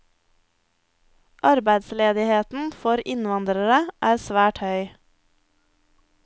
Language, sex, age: Norwegian, female, 23